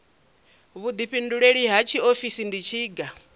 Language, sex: Venda, female